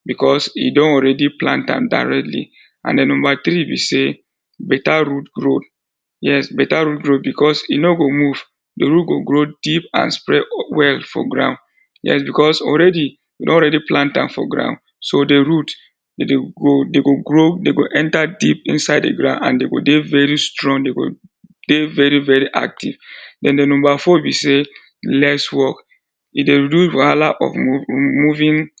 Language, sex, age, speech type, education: Nigerian Pidgin, male, 30-45, spontaneous, tertiary